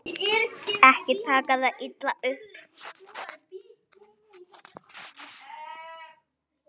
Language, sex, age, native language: Icelandic, female, 10, Icelandic